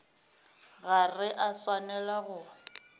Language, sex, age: Northern Sotho, female, 27